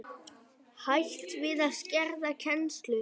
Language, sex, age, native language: Icelandic, male, 18-19, Icelandic